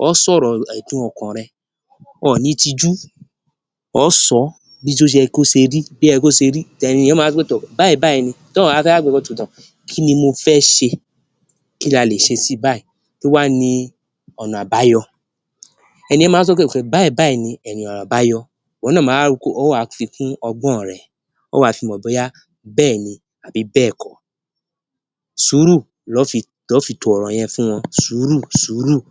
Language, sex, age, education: Yoruba, male, 15-29, tertiary